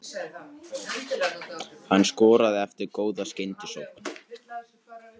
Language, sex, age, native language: Icelandic, male, 18-19, Icelandic